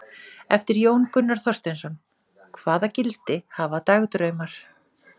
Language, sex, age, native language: Icelandic, female, 40-49, Icelandic